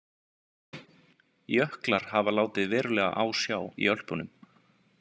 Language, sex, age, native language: Icelandic, male, 20-29, Icelandic